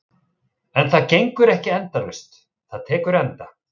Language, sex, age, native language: Icelandic, male, 30-39, Icelandic